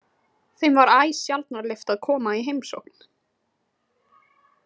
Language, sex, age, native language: Icelandic, female, 20-29, Icelandic